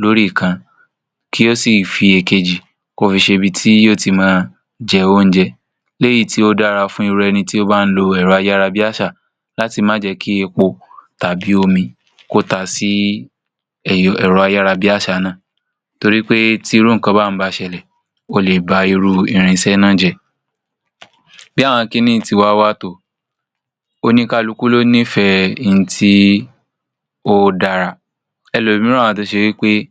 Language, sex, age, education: Yoruba, male, 46-60, tertiary